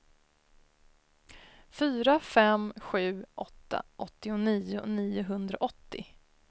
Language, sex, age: Swedish, female, 33